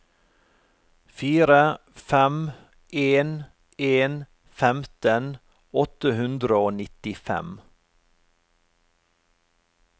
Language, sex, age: Norwegian, male, 45